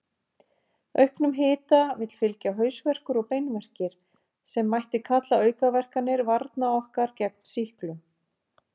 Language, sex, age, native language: Icelandic, female, 50-59, Icelandic